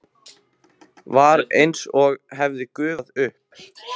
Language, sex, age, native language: Icelandic, male, 15, Icelandic